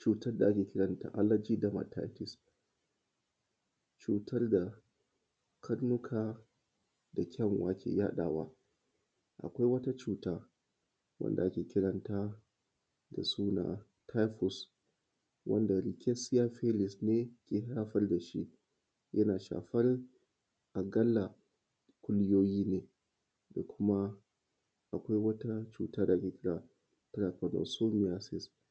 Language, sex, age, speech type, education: Hausa, male, 30-45, spontaneous, tertiary